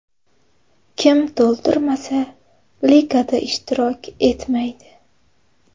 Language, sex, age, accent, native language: Uzbek, female, 18-24, Xorazm, Uzbek